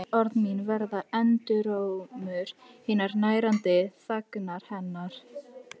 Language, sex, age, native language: Icelandic, female, 13, Icelandic